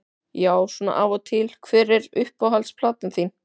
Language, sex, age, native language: Icelandic, male, 12, Icelandic